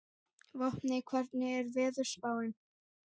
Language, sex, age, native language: Icelandic, male, 11, Icelandic